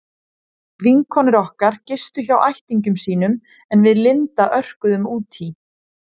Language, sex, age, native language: Icelandic, female, 20-29, Icelandic